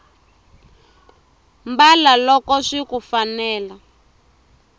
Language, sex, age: Tsonga, female, 23